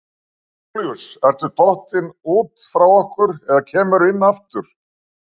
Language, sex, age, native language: Icelandic, male, 60-69, Icelandic